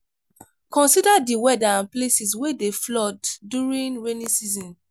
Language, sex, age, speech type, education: Nigerian Pidgin, female, 15-29, spontaneous, tertiary